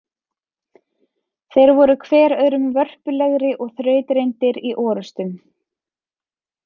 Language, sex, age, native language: Icelandic, female, 30-39, Icelandic